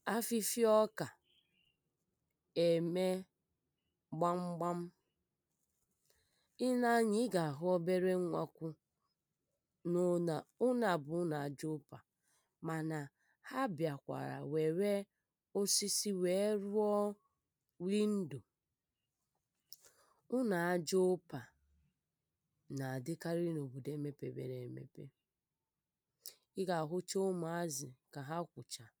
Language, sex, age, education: Igbo, female, 15-29, primary